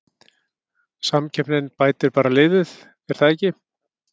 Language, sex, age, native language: Icelandic, male, 50-59, Icelandic